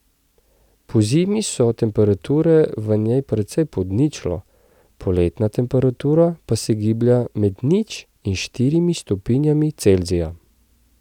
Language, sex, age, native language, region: Slovenian, male, 30-49, Slovenian, Central Slovenia